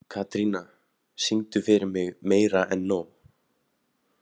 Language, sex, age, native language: Icelandic, male, 18-19, Icelandic